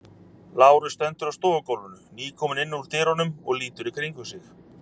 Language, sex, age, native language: Icelandic, male, 30-39, Icelandic